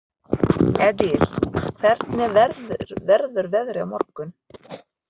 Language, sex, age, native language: Icelandic, female, 30-39, Filipino